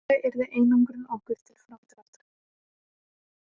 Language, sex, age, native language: Icelandic, female, 18-19, Icelandic